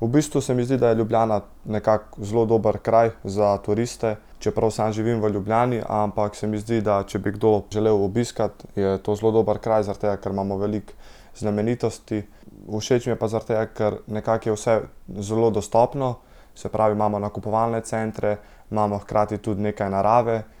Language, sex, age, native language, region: Slovenian, male, 18-29, Slovenian, Central Slovenia